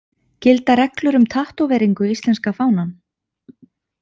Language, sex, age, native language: Icelandic, female, 20-29, Icelandic